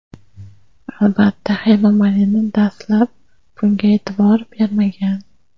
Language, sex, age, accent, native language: Uzbek, female, 25-34, Toshkent viloyati, Kazakh